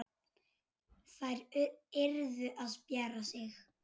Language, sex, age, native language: Icelandic, male, 8, Icelandic